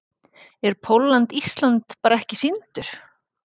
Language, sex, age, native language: Icelandic, female, 40-49, Icelandic